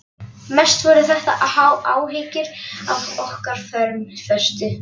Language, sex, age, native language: Icelandic, female, 11, Icelandic